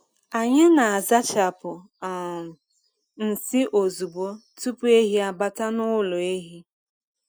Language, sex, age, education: Igbo, female, 30-45, tertiary